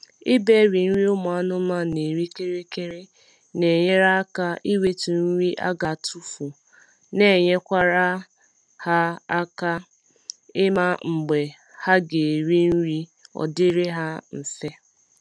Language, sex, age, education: Igbo, female, 15-29, tertiary